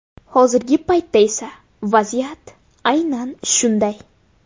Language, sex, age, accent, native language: Uzbek, female, 18-24, Buxoro, Uzbek